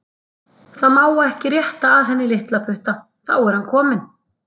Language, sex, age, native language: Icelandic, female, 30-39, Icelandic